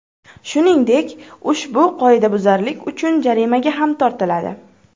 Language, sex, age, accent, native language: Uzbek, female, 12-17, Farg'ona, Uzbek